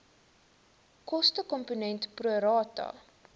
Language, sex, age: Afrikaans, female, 19